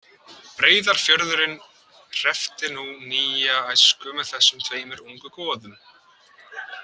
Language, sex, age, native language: Icelandic, male, 18-19, Icelandic